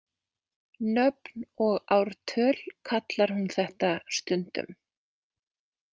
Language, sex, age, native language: Icelandic, female, 20-29, Icelandic